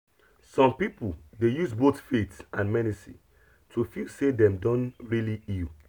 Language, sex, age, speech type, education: Nigerian Pidgin, male, 30-45, spontaneous, tertiary